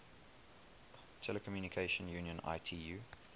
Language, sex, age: English, male, 21